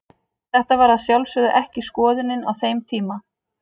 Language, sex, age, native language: Icelandic, female, 30-39, Icelandic